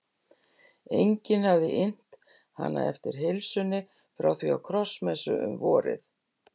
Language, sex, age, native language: Icelandic, female, 60-69, Icelandic